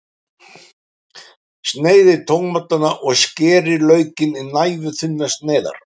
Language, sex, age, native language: Icelandic, male, 60-69, Icelandic